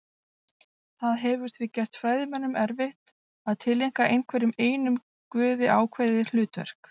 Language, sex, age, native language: Icelandic, female, 40-49, Icelandic